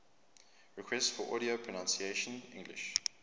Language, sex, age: English, male, 24